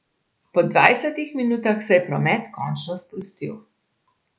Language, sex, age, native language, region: Slovenian, female, 60+, Slovenian, Central Slovenia